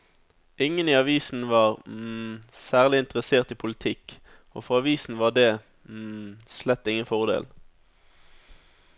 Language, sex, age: Norwegian, male, 27